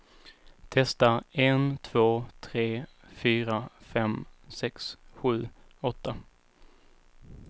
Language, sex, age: Swedish, male, 19